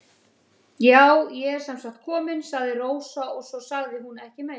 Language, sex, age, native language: Icelandic, female, 30-39, Icelandic